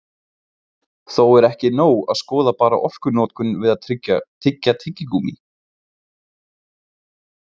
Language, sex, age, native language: Icelandic, male, 20-29, Icelandic